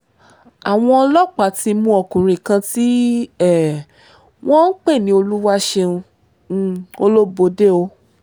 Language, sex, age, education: Yoruba, female, 15-29, tertiary